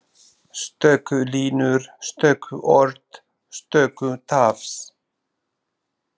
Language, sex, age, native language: Icelandic, male, 30-39, Slovak